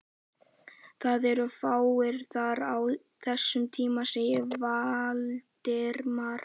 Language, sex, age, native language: Icelandic, male, 11, Icelandic